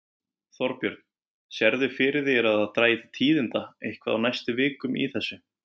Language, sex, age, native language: Icelandic, male, 20-29, Icelandic